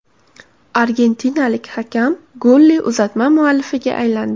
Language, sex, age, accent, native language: Uzbek, female, 18-24, Samarqand, Uzbek